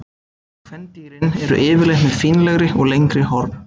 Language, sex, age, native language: Icelandic, male, 20-29, Icelandic